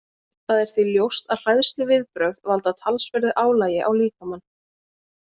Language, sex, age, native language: Icelandic, female, 20-29, Icelandic